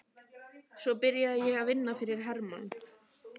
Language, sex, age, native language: Icelandic, female, 15, Icelandic